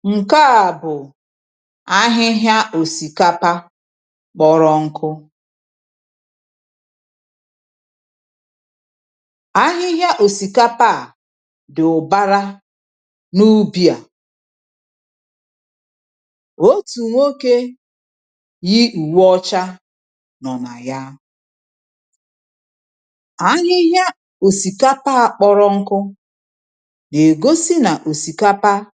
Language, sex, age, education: Igbo, female, 30-45, tertiary